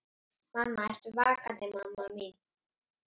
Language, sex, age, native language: Icelandic, female, 8, Icelandic